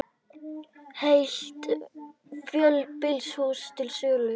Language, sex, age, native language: Icelandic, male, 18-19, Icelandic